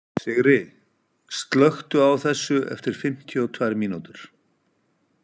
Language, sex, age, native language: Icelandic, male, 40-49, Icelandic